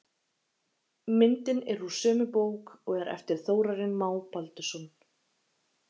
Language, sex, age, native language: Icelandic, female, 30-39, Icelandic